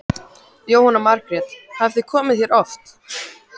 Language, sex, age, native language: Icelandic, male, 14, Icelandic